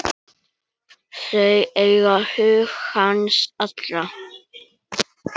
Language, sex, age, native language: Icelandic, male, 9, Icelandic